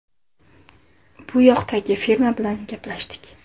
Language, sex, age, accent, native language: Uzbek, female, under 19, Andijon, Uzbek